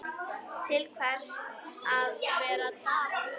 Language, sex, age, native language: Icelandic, female, 10, Icelandic